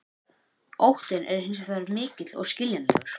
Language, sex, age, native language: Icelandic, male, 18-19, Icelandic